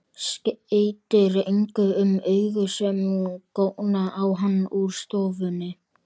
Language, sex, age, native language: Icelandic, male, 12, Icelandic